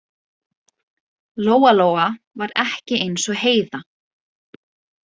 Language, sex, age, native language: Icelandic, female, 20-29, Icelandic